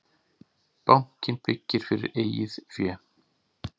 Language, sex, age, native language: Icelandic, male, 40-49, Icelandic